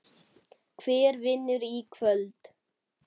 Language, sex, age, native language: Icelandic, male, 8, Icelandic